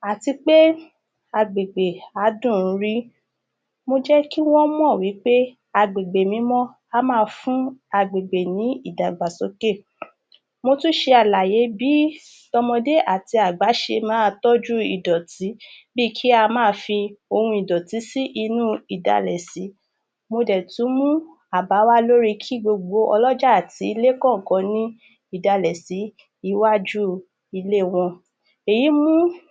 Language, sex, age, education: Yoruba, female, 30-45, tertiary